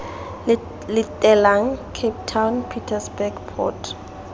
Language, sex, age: Tswana, female, 20